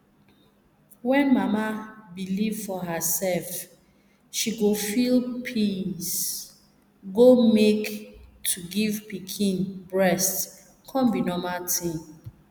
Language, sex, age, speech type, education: Nigerian Pidgin, female, 30-45, spontaneous, tertiary